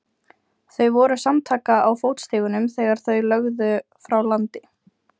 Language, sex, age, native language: Icelandic, female, 20-29, Ukrainian